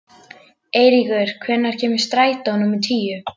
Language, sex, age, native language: Icelandic, female, 11, Icelandic